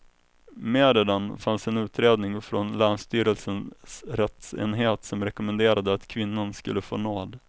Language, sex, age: Swedish, male, 21